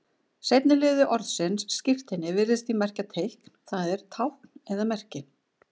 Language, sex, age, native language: Icelandic, female, 40-49, Icelandic